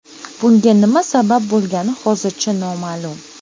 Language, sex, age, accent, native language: Uzbek, female, 19-29, Andijon, Uzbek